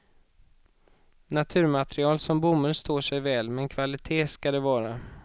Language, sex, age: Swedish, male, 31